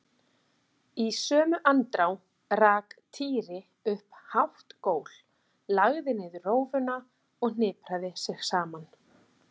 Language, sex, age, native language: Icelandic, female, 40-49, Icelandic